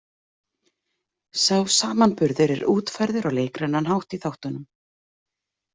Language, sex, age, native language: Icelandic, female, 40-49, Icelandic